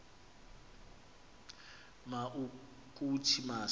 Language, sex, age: Xhosa, male, 26